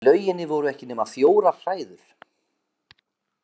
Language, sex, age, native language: Icelandic, male, 40-49, Icelandic